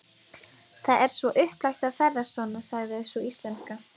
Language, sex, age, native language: Icelandic, female, 12, Icelandic